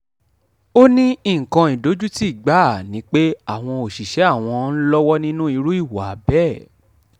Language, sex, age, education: Yoruba, male, 15-29, tertiary